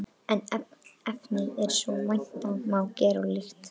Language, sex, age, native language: Icelandic, female, 12, Icelandic